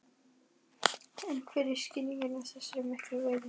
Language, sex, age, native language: Icelandic, female, 12, Icelandic